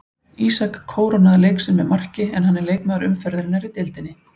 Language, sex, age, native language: Icelandic, female, 40-49, Icelandic